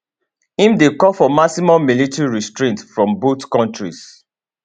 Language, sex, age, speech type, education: Nigerian Pidgin, male, 30-45, spontaneous, tertiary